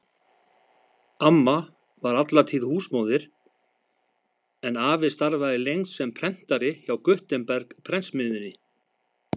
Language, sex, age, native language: Icelandic, male, 50-59, Icelandic